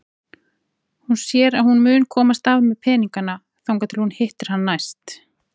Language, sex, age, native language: Icelandic, female, 40-49, Icelandic